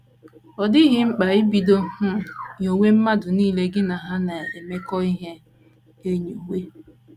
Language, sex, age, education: Igbo, female, 30-45, tertiary